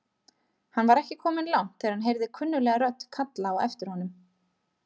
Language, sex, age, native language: Icelandic, female, 30-39, Icelandic